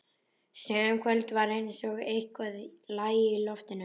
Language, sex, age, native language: Icelandic, male, 11, Icelandic